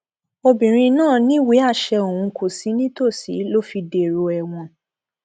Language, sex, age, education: Yoruba, female, 15-29, tertiary